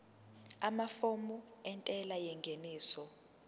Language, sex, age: Zulu, female, 19